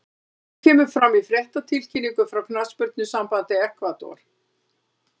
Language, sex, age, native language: Icelandic, female, 60-69, Icelandic